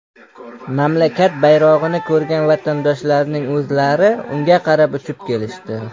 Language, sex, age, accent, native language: Uzbek, male, under 19, Qashqadaryo, Uzbek